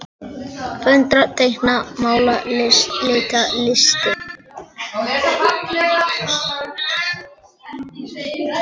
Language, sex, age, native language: Icelandic, male, 10, Icelandic